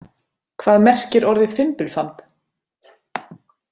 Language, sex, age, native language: Icelandic, female, 40-49, Icelandic